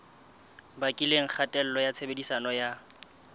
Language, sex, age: Southern Sotho, male, 21